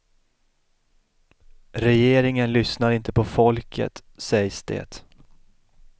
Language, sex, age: Swedish, male, 33